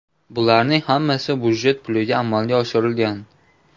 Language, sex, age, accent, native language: Uzbek, male, 18-24, Namangan, Uzbek